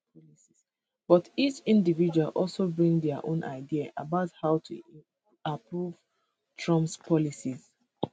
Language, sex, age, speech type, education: Nigerian Pidgin, female, 30-45, spontaneous, tertiary